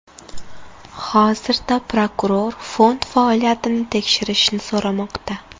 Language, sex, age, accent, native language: Uzbek, female, 18-24, Farg'ona, Uzbek